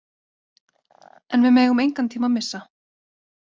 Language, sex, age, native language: Icelandic, female, 30-39, Icelandic